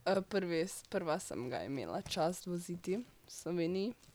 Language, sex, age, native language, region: Slovenian, female, 12-17, Slovenian, Drava region